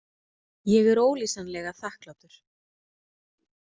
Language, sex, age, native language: Icelandic, female, 30-39, Icelandic